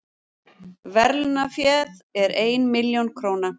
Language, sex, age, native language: Icelandic, female, 40-49, Icelandic